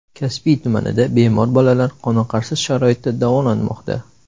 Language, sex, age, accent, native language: Uzbek, male, 18-24, Samarqand, Uzbek